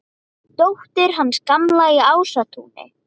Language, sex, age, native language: Icelandic, female, 30-39, Icelandic